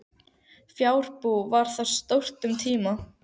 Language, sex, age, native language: Icelandic, female, 15, Icelandic